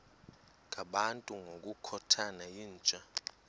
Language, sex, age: Xhosa, male, 19